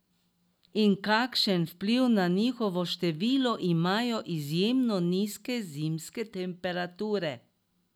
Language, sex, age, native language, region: Slovenian, female, 60+, Slovenian, Drava region